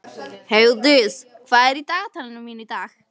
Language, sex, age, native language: Icelandic, female, 13, Icelandic